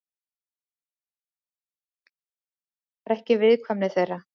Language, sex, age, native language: Icelandic, female, 30-39, Icelandic